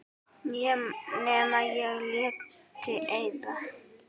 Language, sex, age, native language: Icelandic, male, 10, Icelandic